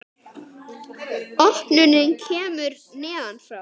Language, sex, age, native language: Icelandic, male, 10, Icelandic